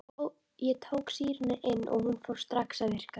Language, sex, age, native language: Icelandic, female, 11, Icelandic